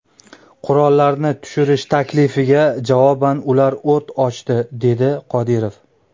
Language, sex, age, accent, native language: Uzbek, male, 19-29, Andijon, Uzbek